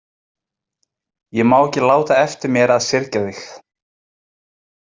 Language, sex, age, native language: Icelandic, male, 20-29, Icelandic